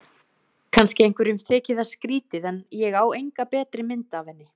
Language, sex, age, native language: Icelandic, female, 30-39, Icelandic